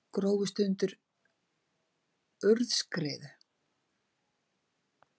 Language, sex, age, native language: Icelandic, female, 50-59, Icelandic